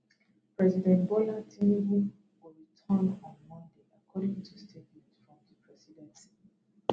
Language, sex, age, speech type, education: Nigerian Pidgin, female, 30-45, spontaneous, tertiary